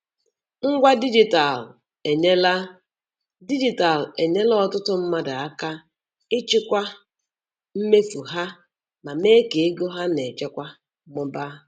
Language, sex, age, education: Igbo, female, 46-60, tertiary